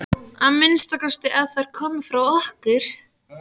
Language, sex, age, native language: Icelandic, male, 14, Icelandic